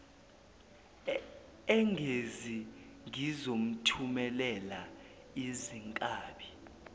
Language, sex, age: Zulu, male, 19